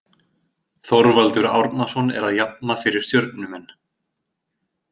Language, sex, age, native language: Icelandic, male, 20-29, Icelandic